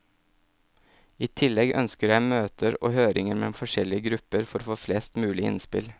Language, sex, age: Norwegian, male, 27